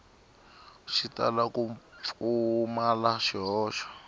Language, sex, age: Tsonga, male, 25